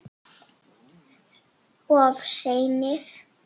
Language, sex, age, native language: Icelandic, female, 7, Icelandic